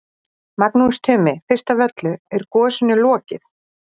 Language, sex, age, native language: Icelandic, female, 40-49, Icelandic